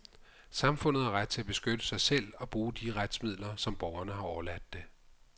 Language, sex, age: Danish, male, 55